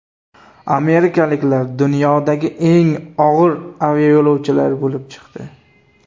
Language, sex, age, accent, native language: Uzbek, male, 18-24, Samarqand, Uzbek